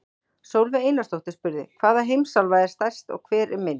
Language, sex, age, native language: Icelandic, female, 40-49, Icelandic